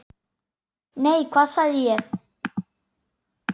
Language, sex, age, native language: Icelandic, male, 9, Icelandic